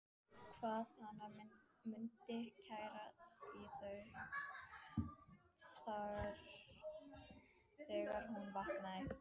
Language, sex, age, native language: Icelandic, female, 14, Icelandic